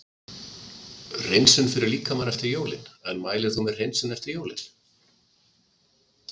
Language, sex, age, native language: Icelandic, male, 50-59, Icelandic